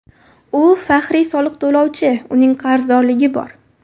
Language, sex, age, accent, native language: Uzbek, female, 19-29, Buxoro, Uzbek